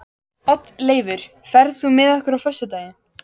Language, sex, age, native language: Icelandic, female, 14, Icelandic